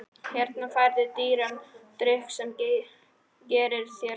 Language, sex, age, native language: Icelandic, male, 12, Polish